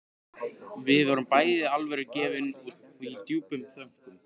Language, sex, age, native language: Icelandic, male, 15, Icelandic